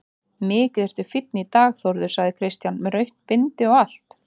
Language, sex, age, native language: Icelandic, female, 30-39, Icelandic